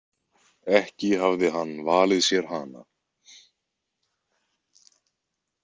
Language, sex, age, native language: Icelandic, male, 20-29, Icelandic